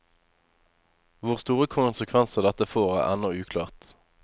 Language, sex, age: Norwegian, male, 25